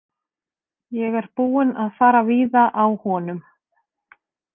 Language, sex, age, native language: Icelandic, female, 30-39, Icelandic